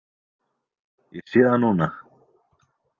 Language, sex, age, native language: Icelandic, male, 20-29, Icelandic